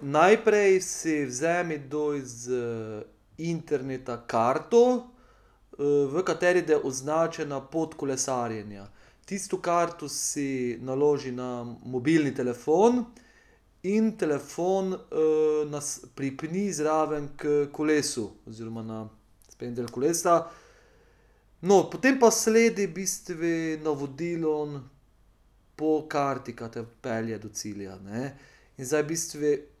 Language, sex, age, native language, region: Slovenian, male, 30-49, Slovenian, Pomurje region